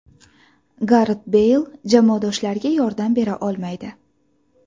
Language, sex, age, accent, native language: Uzbek, female, 18-24, Farg'ona, Uzbek